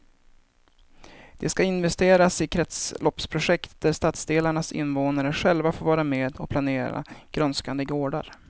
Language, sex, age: Swedish, male, 23